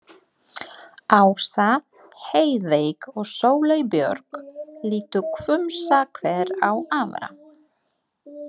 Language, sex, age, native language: Icelandic, female, 30-39, Polish